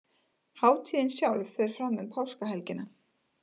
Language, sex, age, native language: Icelandic, female, 30-39, Icelandic